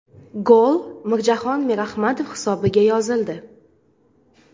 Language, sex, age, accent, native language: Uzbek, female, 19-29, Farg'ona, Uzbek